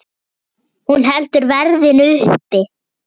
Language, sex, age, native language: Icelandic, male, 8, Icelandic